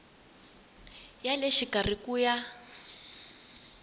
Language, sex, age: Tsonga, female, 20